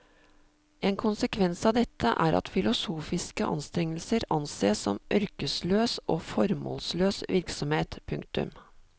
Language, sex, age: Norwegian, female, 52